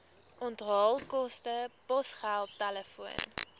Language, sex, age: Afrikaans, female, 18